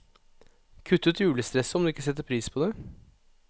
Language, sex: Norwegian, male